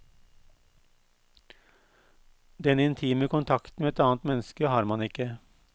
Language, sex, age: Norwegian, male, 52